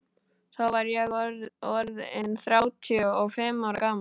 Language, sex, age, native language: Icelandic, male, 12, Icelandic